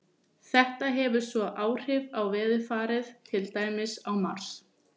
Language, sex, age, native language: Icelandic, female, 20-29, Icelandic